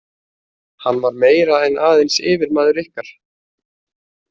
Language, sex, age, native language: Icelandic, male, 20-29, Icelandic